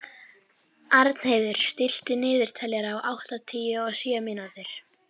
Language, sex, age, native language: Icelandic, female, 12, Icelandic